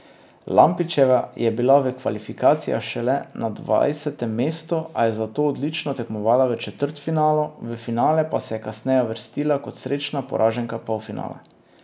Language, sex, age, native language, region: Slovenian, male, 30-49, Slovenian, Drava region